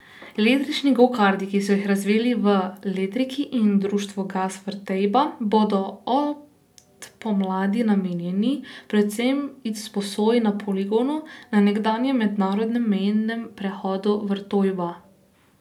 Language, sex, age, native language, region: Slovenian, female, 18-29, Slovenian, Posavska region